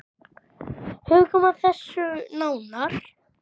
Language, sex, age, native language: Icelandic, male, 10, Icelandic